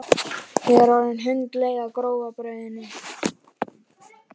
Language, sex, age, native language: Icelandic, male, 11, Icelandic